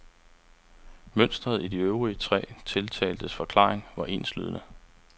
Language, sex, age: Danish, male, 35